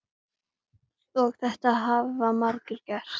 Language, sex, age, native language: Icelandic, female, 9, Icelandic